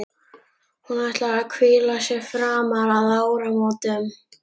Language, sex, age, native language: Icelandic, female, 11, Icelandic